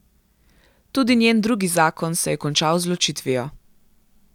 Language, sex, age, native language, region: Slovenian, female, 18-29, Slovenian, Gorenjska region